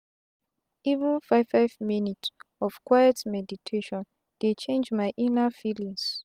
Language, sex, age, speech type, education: Nigerian Pidgin, female, 15-29, spontaneous, tertiary